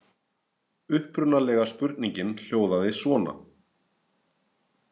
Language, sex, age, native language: Icelandic, male, 30-39, Icelandic